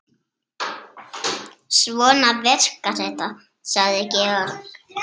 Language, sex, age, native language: Icelandic, female, 7, Icelandic